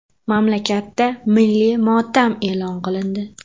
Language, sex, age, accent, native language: Uzbek, female, 18-24, Samarqand, Uzbek